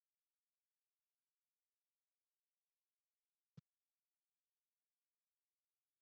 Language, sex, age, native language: Icelandic, female, 60-69, Icelandic